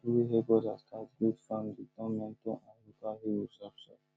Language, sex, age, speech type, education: Nigerian Pidgin, male, 30-45, spontaneous, tertiary